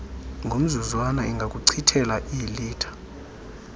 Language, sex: Xhosa, female